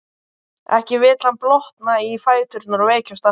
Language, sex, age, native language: Icelandic, male, 12, Icelandic